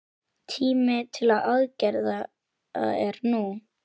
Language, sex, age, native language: Icelandic, female, 10, Icelandic